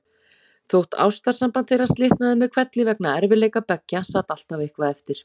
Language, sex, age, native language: Icelandic, female, 40-49, Icelandic